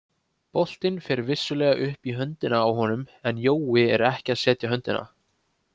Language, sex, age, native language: Icelandic, male, 20-29, Icelandic